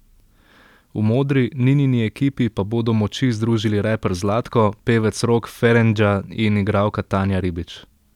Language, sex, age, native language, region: Slovenian, male, 18-29, Slovenian, Central Slovenia